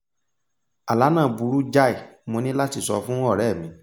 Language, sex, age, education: Yoruba, male, 15-29, tertiary